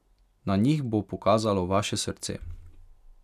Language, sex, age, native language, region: Slovenian, male, 18-29, Hungarian, Pomurje region